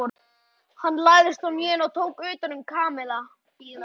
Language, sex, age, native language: Icelandic, male, 11, Icelandic